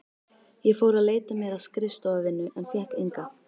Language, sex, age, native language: Icelandic, female, 13, Icelandic